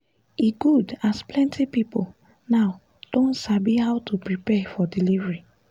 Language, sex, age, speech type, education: Nigerian Pidgin, female, 15-29, spontaneous, tertiary